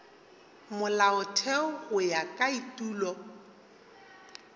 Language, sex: Northern Sotho, male